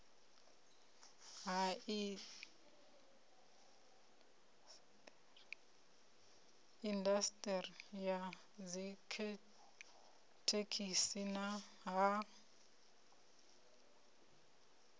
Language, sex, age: Venda, female, 30